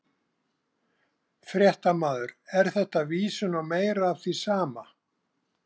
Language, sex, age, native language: Icelandic, male, 70-79, Icelandic